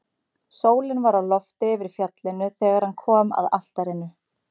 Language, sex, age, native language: Icelandic, female, 30-39, Icelandic